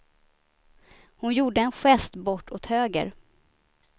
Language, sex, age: Swedish, female, 29